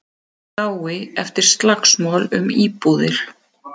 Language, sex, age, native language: Icelandic, female, 50-59, Icelandic